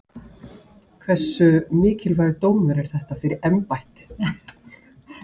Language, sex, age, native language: Icelandic, female, 40-49, Icelandic